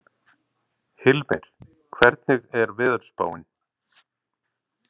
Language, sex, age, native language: Icelandic, male, 40-49, Icelandic